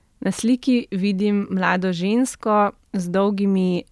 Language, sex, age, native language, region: Slovenian, female, 30-49, Slovenian, Central Slovenia